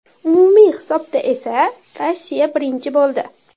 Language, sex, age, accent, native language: Uzbek, female, under 19, Toshkent shahri, Uzbek